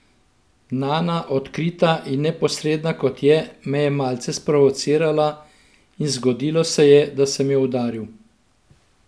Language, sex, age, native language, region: Slovenian, male, 50-59, Slovenian, Central Slovenia